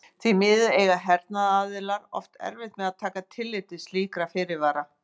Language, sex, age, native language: Icelandic, female, 50-59, Icelandic